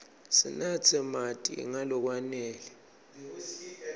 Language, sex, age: Swati, male, 26